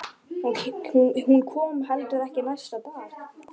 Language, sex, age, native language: Icelandic, male, 11, Icelandic